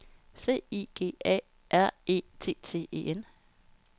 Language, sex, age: Danish, female, 32